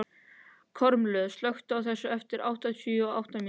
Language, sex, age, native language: Icelandic, male, 13, Icelandic